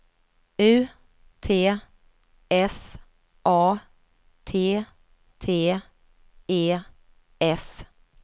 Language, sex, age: Swedish, female, 47